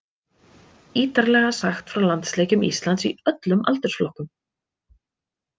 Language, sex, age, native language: Icelandic, female, 30-39, Icelandic